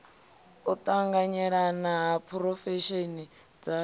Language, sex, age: Venda, female, 25